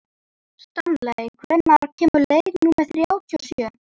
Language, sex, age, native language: Icelandic, male, 11, Icelandic